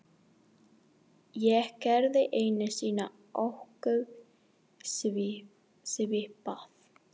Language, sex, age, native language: Icelandic, female, 40-49, Spanish